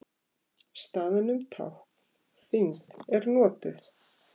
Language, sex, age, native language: Icelandic, female, 8, Icelandic